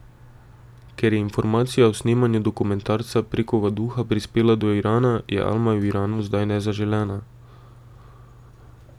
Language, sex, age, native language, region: Slovenian, male, 18-29, Slovenian, Drava region